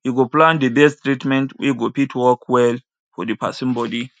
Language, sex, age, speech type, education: Nigerian Pidgin, male, 30-45, spontaneous, tertiary